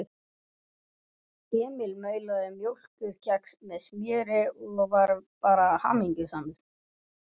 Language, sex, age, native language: Icelandic, male, 11, Icelandic